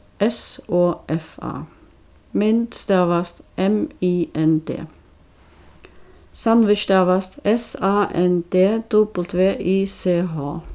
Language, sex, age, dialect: Faroese, female, 36-60, Suðurstreymoy